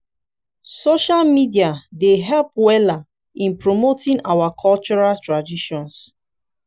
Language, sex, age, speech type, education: Nigerian Pidgin, female, 15-29, spontaneous, tertiary